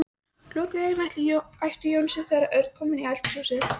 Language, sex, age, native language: Icelandic, female, 14, Icelandic